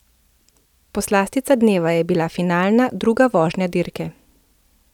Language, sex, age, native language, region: Slovenian, female, 30-49, Slovenian, Central Slovenia